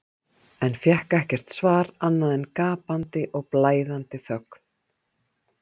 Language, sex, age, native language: Icelandic, female, 50-59, Icelandic